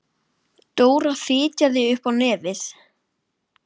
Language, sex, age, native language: Icelandic, male, 8, Icelandic